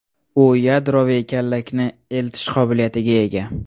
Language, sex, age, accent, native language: Uzbek, male, 18-24, Toshkent shahri, Uzbek